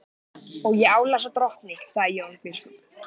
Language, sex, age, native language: Icelandic, male, 14, Icelandic